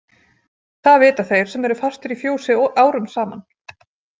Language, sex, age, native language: Icelandic, female, 40-49, Icelandic